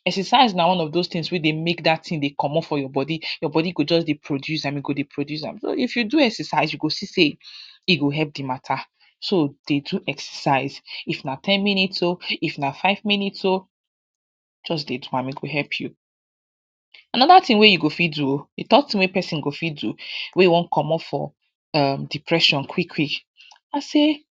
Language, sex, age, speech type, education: Nigerian Pidgin, female, 46-60, spontaneous, tertiary